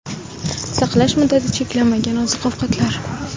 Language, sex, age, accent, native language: Uzbek, female, 19-29, Toshkent shahri, Uzbek